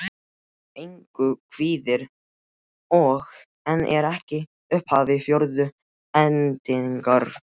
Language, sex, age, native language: Icelandic, male, 12, Icelandic